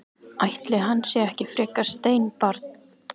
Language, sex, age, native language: Icelandic, female, 14, Icelandic